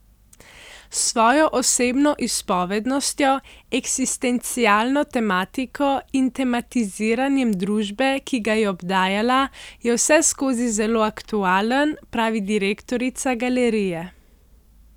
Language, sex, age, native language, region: Slovenian, female, 18-29, Slovenian, Central Slovenia